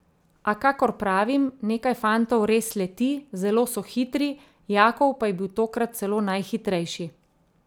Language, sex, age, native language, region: Slovenian, female, 30-49, Slovenian, Central Slovenia